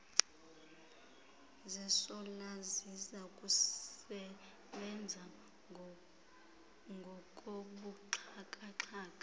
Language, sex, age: Xhosa, female, 26